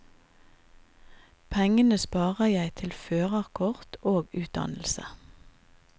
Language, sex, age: Norwegian, female, 50